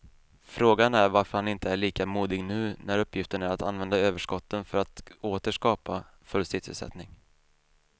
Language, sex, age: Swedish, male, 28